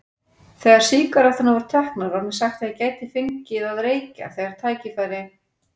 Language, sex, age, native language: Icelandic, female, 40-49, Icelandic